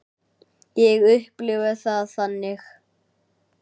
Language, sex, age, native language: Icelandic, male, 9, Icelandic